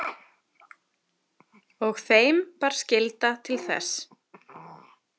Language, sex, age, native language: Icelandic, female, 30-39, Icelandic